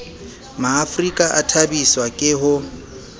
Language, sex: Southern Sotho, male